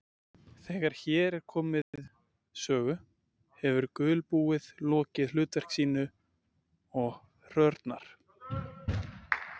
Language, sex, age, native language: Icelandic, male, 20-29, Icelandic